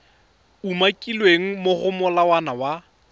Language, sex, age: Tswana, male, 31